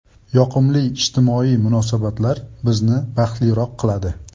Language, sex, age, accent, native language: Uzbek, male, 25-34, Sirdaryo, Uzbek